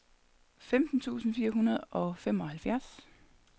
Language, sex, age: Danish, female, 30